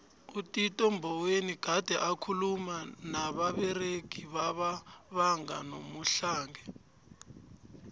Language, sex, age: South Ndebele, male, 29